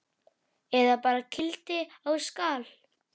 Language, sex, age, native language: Icelandic, female, 8, Icelandic